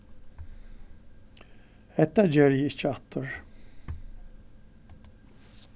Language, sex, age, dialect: Faroese, male, 61+, Norðurstreymoy/Eysturoy